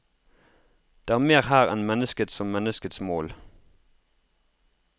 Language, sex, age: Norwegian, male, 33